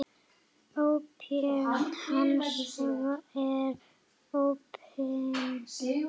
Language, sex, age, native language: Icelandic, female, 8, Icelandic